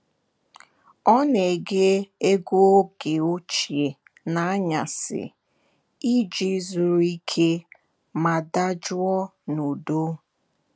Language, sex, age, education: Igbo, female, 15-29, tertiary